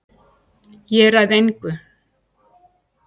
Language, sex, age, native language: Icelandic, female, 60-69, Icelandic